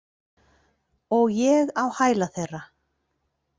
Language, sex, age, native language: Icelandic, female, 40-49, Icelandic